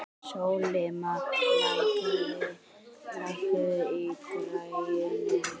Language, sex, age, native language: Icelandic, female, 60-69, Icelandic